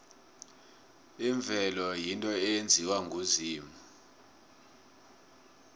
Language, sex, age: South Ndebele, male, 24